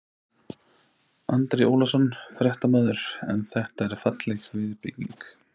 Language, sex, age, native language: Icelandic, male, 30-39, Icelandic